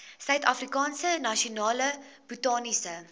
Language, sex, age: Afrikaans, female, 22